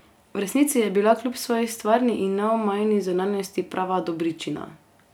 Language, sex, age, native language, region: Slovenian, female, 18-29, Slovenian, Carinthia region